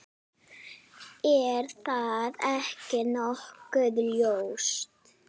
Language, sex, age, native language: Icelandic, female, 9, Icelandic